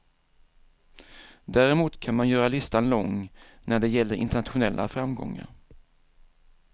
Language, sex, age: Swedish, male, 47